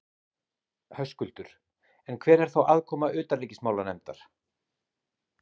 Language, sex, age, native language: Icelandic, male, 30-39, Icelandic